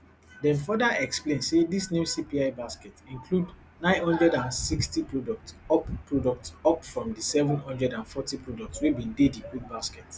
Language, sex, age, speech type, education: Nigerian Pidgin, male, 15-29, spontaneous, tertiary